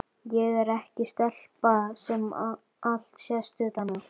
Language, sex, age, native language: Icelandic, female, 12, Icelandic